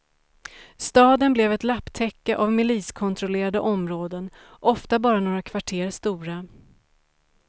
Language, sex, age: Swedish, female, 35